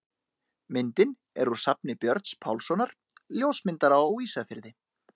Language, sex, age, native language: Icelandic, male, 30-39, Icelandic